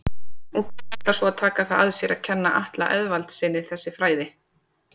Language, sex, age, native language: Icelandic, female, 30-39, Icelandic